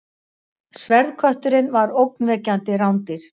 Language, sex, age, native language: Icelandic, female, 60-69, Icelandic